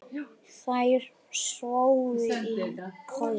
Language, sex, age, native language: Icelandic, male, 10, Icelandic